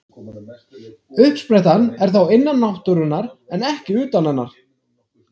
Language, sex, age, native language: Icelandic, male, 30-39, Icelandic